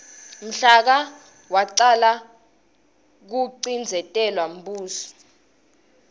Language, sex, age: Swati, female, 19